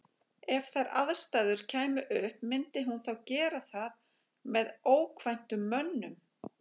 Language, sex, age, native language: Icelandic, female, 40-49, Icelandic